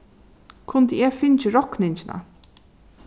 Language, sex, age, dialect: Faroese, female, 36-60, Suðurstreymoy